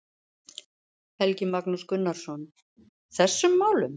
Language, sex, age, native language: Icelandic, female, 50-59, Icelandic